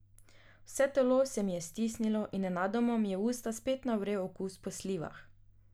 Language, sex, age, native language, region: Slovenian, female, 18-29, Slovenian, Drava region